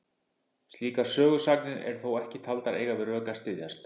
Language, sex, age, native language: Icelandic, male, 50-59, Icelandic